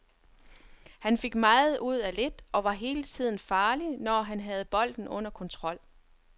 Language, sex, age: Danish, female, 42